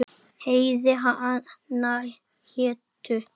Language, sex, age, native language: Icelandic, male, 8, Icelandic